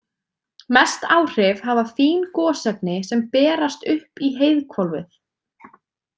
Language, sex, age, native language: Icelandic, female, 20-29, Icelandic